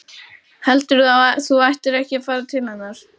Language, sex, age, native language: Icelandic, male, 12, Icelandic